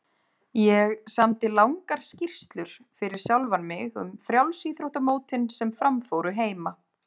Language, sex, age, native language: Icelandic, female, 30-39, Icelandic